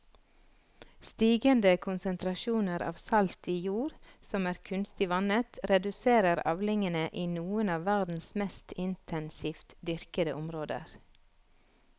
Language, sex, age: Norwegian, female, 46